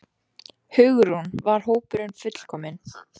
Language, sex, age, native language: Icelandic, female, 14, Icelandic